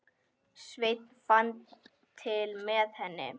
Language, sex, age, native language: Icelandic, female, 10, Icelandic